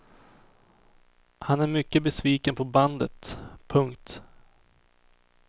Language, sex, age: Swedish, male, 24